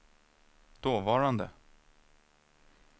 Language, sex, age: Swedish, male, 30